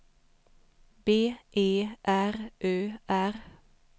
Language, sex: Swedish, female